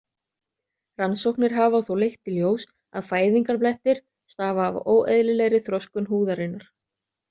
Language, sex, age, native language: Icelandic, other, 30-39, Icelandic